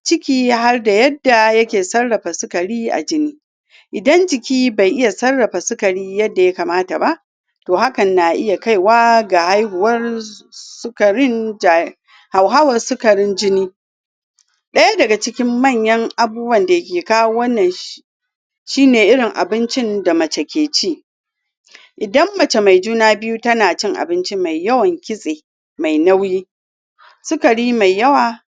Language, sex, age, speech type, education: Hausa, female, 46-60, spontaneous, tertiary